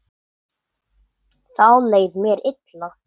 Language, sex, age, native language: Icelandic, male, 9, English